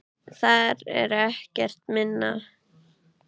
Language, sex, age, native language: Icelandic, male, 8, Icelandic